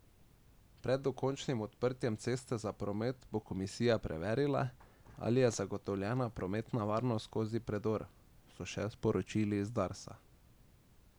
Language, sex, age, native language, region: Slovenian, male, 18-29, Slovenian, Drava region